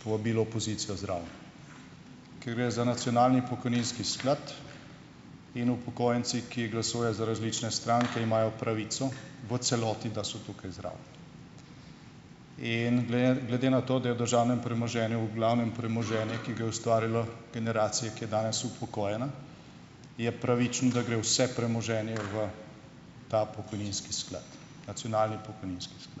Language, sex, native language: Slovenian, male, Slovenian